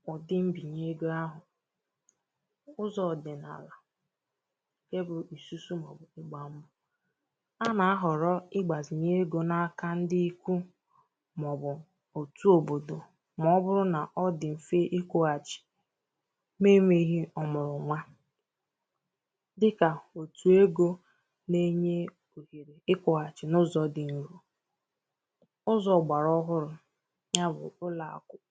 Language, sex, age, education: Igbo, female, 15-29, tertiary